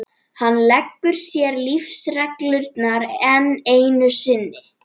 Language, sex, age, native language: Icelandic, female, 11, Icelandic